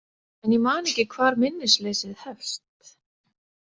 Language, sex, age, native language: Icelandic, female, 40-49, Icelandic